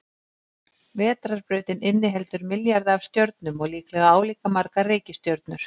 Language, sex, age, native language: Icelandic, female, 50-59, Icelandic